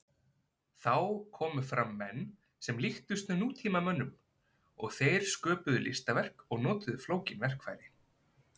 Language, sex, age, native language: Icelandic, male, 20-29, Icelandic